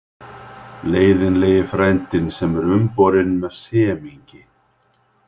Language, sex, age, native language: Icelandic, male, 50-59, Icelandic